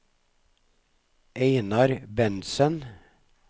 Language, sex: Norwegian, male